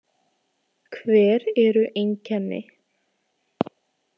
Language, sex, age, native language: Icelandic, female, 20-29, Icelandic